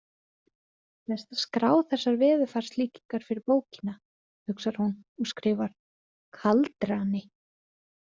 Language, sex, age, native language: Icelandic, female, 30-39, Icelandic